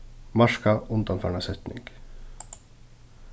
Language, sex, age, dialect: Faroese, male, 15-35, Suðurstreymoy